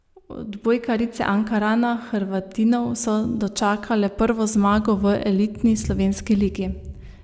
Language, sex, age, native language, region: Slovenian, female, 30-49, Slovenian, Savinja region